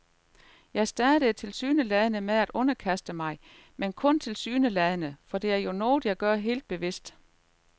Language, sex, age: Danish, female, 38